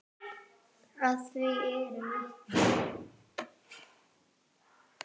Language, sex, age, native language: Icelandic, female, 9, Icelandic